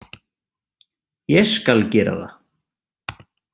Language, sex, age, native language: Icelandic, male, 30-39, Icelandic